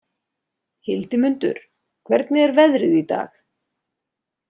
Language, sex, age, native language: Icelandic, female, 30-39, Icelandic